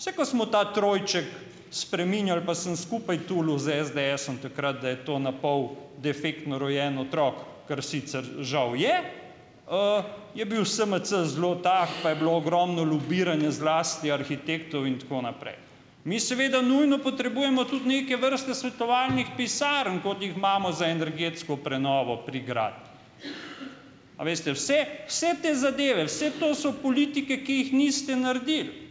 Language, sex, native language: Slovenian, male, Slovenian